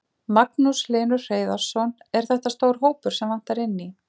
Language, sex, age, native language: Icelandic, female, 40-49, Icelandic